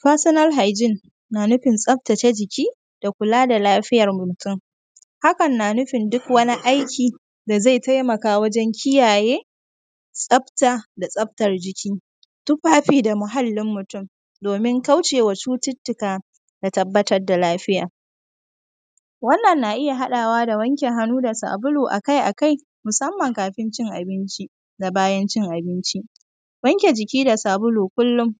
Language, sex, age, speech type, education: Hausa, female, 15-29, spontaneous, primary